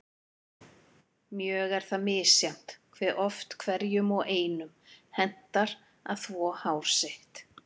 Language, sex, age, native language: Icelandic, female, 50-59, Icelandic